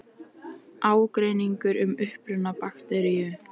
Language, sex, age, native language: Icelandic, female, 18-19, Icelandic